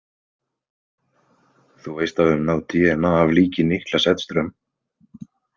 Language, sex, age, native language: Icelandic, male, 20-29, Icelandic